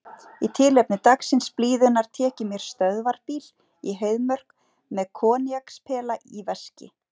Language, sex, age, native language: Icelandic, female, 40-49, Icelandic